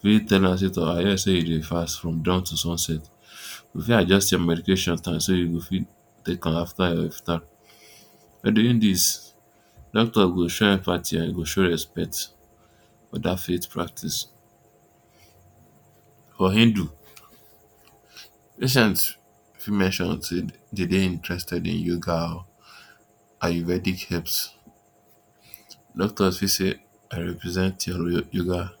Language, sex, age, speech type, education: Nigerian Pidgin, male, 15-29, spontaneous, tertiary